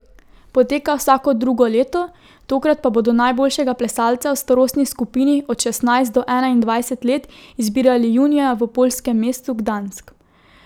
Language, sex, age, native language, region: Slovenian, female, 18-29, Slovenian, Drava region